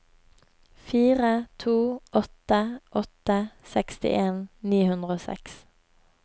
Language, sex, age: Norwegian, female, 24